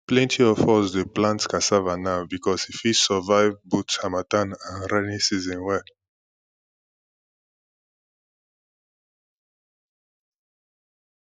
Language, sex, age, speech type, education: Nigerian Pidgin, male, 15-29, spontaneous, tertiary